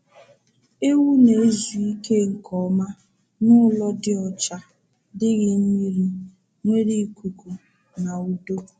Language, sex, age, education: Igbo, female, 15-29, tertiary